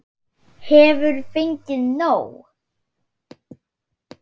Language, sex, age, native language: Icelandic, female, 8, Swedish